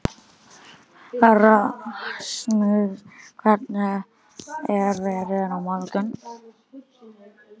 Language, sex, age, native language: Icelandic, male, 11, Icelandic